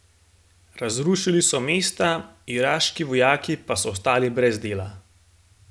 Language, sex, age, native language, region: Slovenian, male, 18-29, Slovenian, Gorenjska region